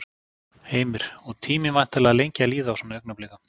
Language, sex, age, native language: Icelandic, male, 40-49, Icelandic